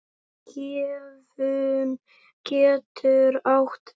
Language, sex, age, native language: Icelandic, male, 10, Icelandic